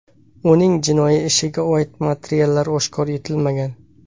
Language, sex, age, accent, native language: Uzbek, male, 18-24, Samarqand, Uzbek